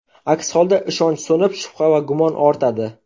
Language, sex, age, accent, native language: Uzbek, male, 18-24, Navoiy, Uzbek